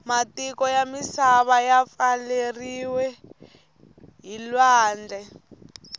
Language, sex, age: Tsonga, female, 18